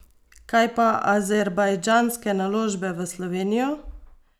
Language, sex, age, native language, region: Slovenian, female, 30-49, Slovenian, Savinja region